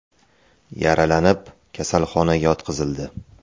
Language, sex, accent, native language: Uzbek, male, Toshkent shahri, Uzbek